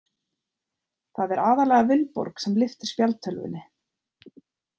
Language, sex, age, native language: Icelandic, female, 30-39, Icelandic